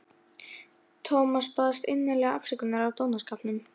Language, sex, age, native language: Icelandic, female, 11, Icelandic